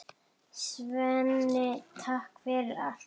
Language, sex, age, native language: Icelandic, female, 8, Icelandic